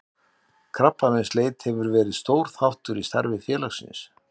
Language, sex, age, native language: Icelandic, male, 60-69, Icelandic